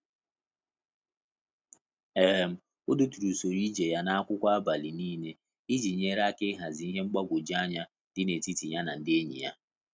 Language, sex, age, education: Igbo, male, 30-45, tertiary